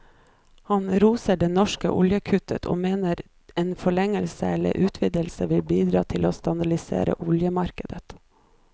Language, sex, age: Norwegian, female, 29